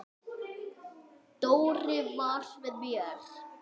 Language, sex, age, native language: Icelandic, male, 8, Icelandic